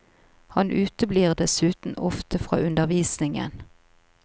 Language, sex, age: Norwegian, female, 38